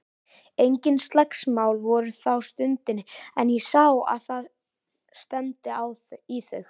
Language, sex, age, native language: Icelandic, male, 18-19, Icelandic